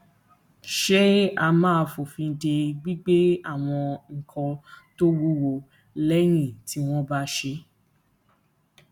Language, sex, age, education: Yoruba, female, 15-29, tertiary